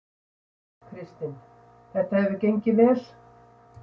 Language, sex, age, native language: Icelandic, female, 60-69, Icelandic